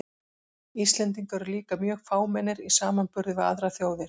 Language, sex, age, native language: Icelandic, female, 40-49, Icelandic